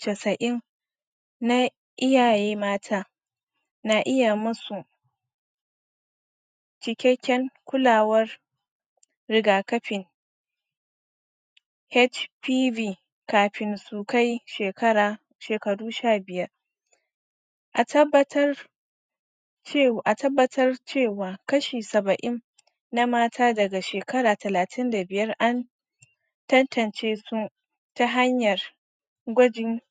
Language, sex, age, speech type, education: Hausa, female, 46-60, spontaneous, tertiary